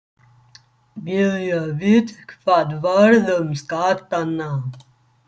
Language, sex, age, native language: Icelandic, female, 30-39, English